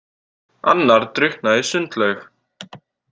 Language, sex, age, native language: Icelandic, male, 18-19, Icelandic